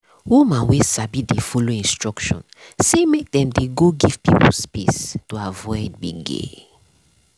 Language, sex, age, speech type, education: Nigerian Pidgin, female, 30-45, spontaneous, tertiary